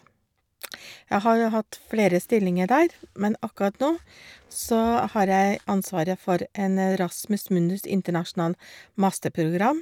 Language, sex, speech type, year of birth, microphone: Norwegian, female, spontaneous, 1956, Shure